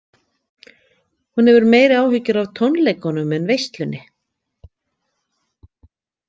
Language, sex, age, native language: Icelandic, female, 50-59, Icelandic